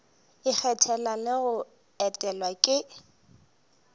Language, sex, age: Northern Sotho, female, 22